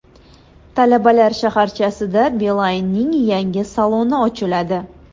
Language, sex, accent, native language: Uzbek, female, Andijon, Uzbek